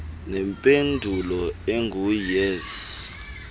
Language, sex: Xhosa, male